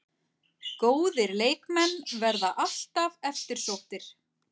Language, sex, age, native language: Icelandic, female, 40-49, Icelandic